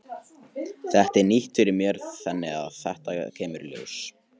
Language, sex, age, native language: Icelandic, male, 18-19, Icelandic